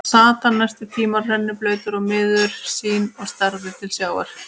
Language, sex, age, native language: Icelandic, female, 30-39, Icelandic